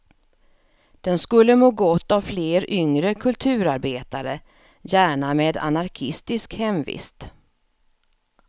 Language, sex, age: Swedish, female, 54